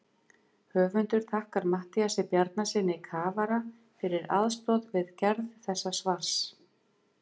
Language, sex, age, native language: Icelandic, female, 50-59, Icelandic